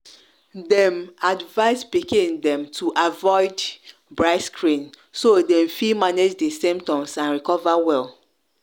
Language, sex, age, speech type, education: Nigerian Pidgin, female, 30-45, spontaneous, tertiary